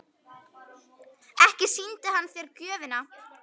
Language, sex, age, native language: Icelandic, female, 9, Icelandic